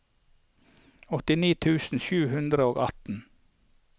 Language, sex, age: Norwegian, male, 48